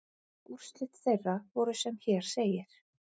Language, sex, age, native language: Icelandic, female, 30-39, Icelandic